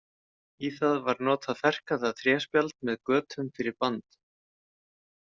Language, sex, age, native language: Icelandic, male, 30-39, Icelandic